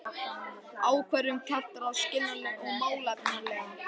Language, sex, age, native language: Icelandic, female, 50-59, Icelandic